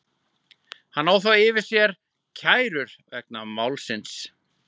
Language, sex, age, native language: Icelandic, male, 40-49, Icelandic